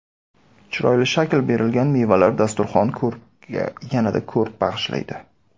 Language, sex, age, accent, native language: Uzbek, male, 19-29, Samarqand, Uzbek